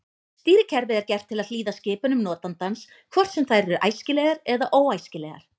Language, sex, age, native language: Icelandic, female, 20-29, Icelandic